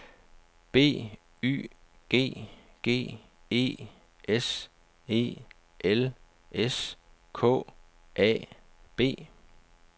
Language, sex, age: Danish, male, 49